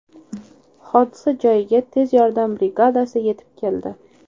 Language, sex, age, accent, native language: Uzbek, female, 18-24, Toshkent shahri, Uzbek